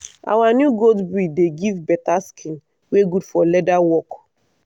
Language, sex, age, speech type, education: Nigerian Pidgin, female, 15-29, spontaneous, tertiary